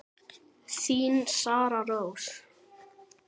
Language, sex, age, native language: Icelandic, male, 9, Icelandic